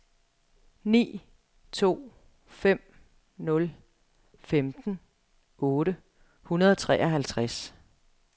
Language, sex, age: Danish, female, 35